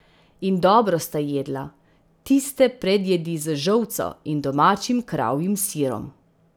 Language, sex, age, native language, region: Slovenian, female, 30-49, Slovenian, Central Slovenia